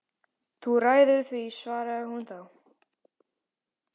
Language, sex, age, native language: Icelandic, male, 12, Icelandic